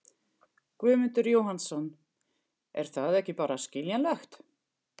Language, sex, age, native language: Icelandic, female, 50-59, German